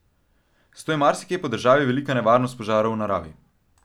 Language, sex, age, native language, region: Slovenian, male, 12-17, Slovenian, Central Slovenia